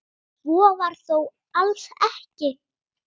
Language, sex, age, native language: Icelandic, female, 8, Icelandic